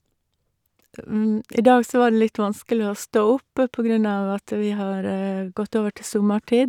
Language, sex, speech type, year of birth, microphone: Norwegian, female, spontaneous, 1962, Shure